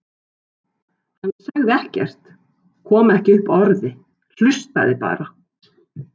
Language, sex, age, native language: Icelandic, male, 12, Icelandic